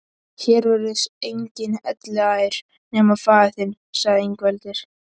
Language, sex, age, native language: Icelandic, male, 11, Icelandic